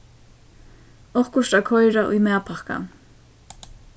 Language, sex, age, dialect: Faroese, female, 15-35, Suðurstreymoy